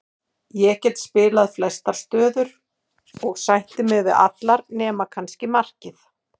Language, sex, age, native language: Icelandic, female, 40-49, Icelandic